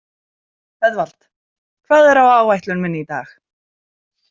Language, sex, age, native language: Icelandic, female, 20-29, Icelandic